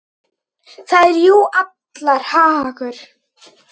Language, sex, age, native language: Icelandic, female, 9, Icelandic